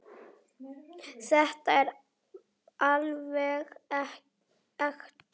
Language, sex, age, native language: Icelandic, female, 7, Icelandic